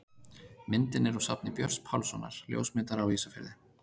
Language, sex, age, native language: Icelandic, male, 30-39, Icelandic